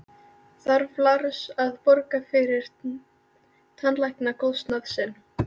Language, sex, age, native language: Icelandic, female, 13, Icelandic